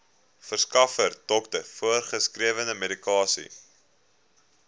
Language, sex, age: Afrikaans, male, 19